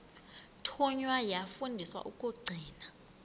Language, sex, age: Xhosa, female, 26